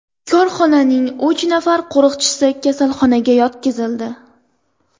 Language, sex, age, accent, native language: Uzbek, female, 18-24, Andijon, Uzbek